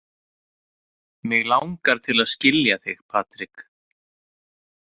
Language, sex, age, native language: Icelandic, male, 30-39, Icelandic